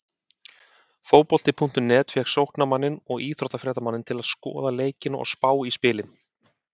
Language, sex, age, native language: Icelandic, male, 30-39, Icelandic